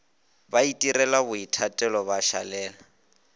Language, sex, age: Northern Sotho, male, 21